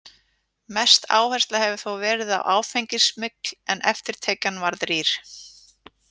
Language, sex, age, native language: Icelandic, female, 40-49, Icelandic